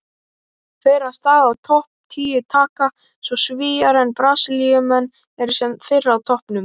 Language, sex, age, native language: Icelandic, male, 18-19, Icelandic